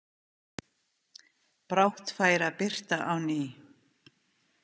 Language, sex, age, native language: Icelandic, female, 50-59, Icelandic